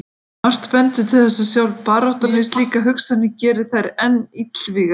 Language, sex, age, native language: Icelandic, female, 50-59, Icelandic